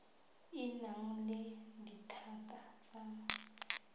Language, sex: Tswana, female